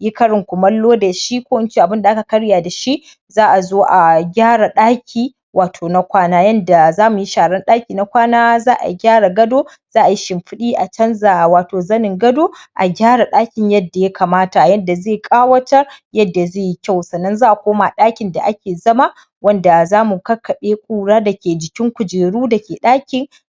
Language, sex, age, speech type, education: Hausa, male, 15-29, spontaneous, primary